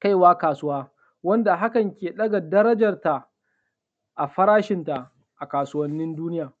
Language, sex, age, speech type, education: Hausa, male, 15-29, spontaneous, tertiary